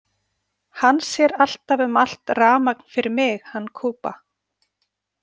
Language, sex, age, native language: Icelandic, female, 40-49, Icelandic